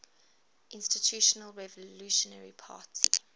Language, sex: English, female